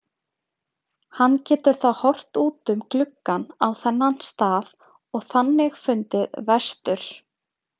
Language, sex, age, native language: Icelandic, female, 30-39, Icelandic